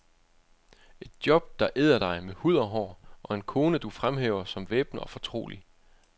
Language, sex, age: Danish, male, 25